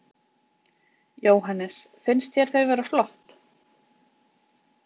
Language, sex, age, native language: Icelandic, female, 20-29, Icelandic